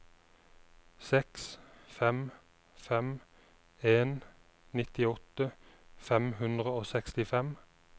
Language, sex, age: Norwegian, male, 29